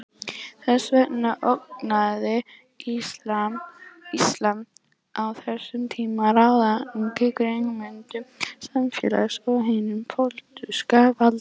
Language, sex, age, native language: Icelandic, female, 18-19, Icelandic